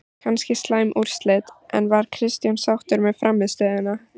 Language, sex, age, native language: Icelandic, female, 14, Icelandic